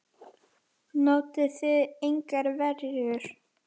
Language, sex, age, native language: Icelandic, female, 10, Icelandic